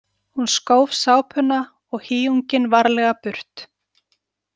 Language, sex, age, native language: Icelandic, female, 40-49, Icelandic